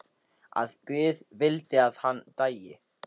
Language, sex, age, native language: Icelandic, male, 13, Icelandic